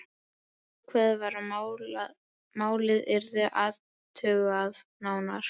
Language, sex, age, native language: Icelandic, female, 12, Icelandic